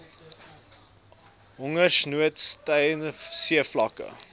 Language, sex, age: Afrikaans, male, 20